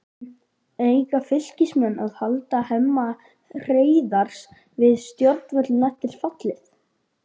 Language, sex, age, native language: Icelandic, male, 12, Icelandic